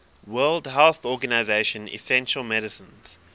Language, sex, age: English, male, 23